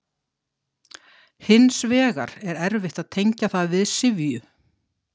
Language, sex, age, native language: Icelandic, female, 60-69, Icelandic